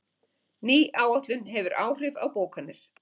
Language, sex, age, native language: Icelandic, female, 50-59, Icelandic